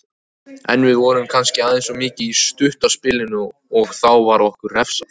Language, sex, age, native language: Icelandic, male, 18-19, Icelandic